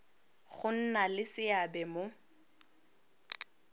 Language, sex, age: Tswana, female, 18